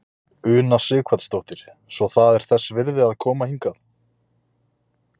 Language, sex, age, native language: Icelandic, male, 20-29, Icelandic